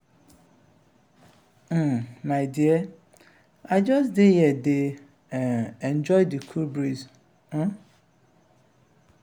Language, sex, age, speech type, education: Nigerian Pidgin, male, 30-45, spontaneous, tertiary